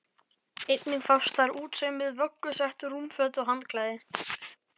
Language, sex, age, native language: Icelandic, male, 11, Icelandic